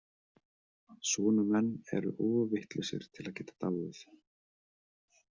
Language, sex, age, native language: Icelandic, male, 30-39, Icelandic